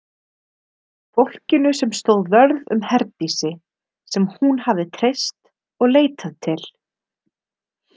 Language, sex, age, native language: Icelandic, female, 30-39, Icelandic